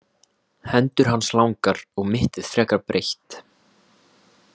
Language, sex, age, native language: Icelandic, male, 18-19, Icelandic